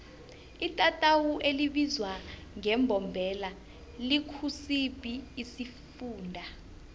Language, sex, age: South Ndebele, female, 21